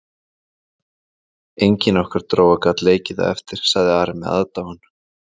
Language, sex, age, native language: Icelandic, male, 40-49, Icelandic